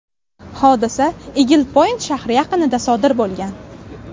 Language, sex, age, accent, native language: Uzbek, female, 18-24, Navoiy, Uzbek